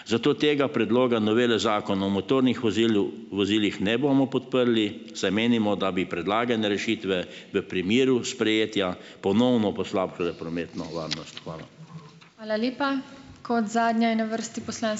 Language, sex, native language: Slovenian, male, Slovenian